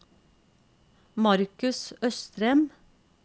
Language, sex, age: Norwegian, female, 50